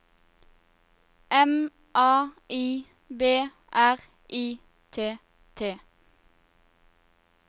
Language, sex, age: Norwegian, female, 21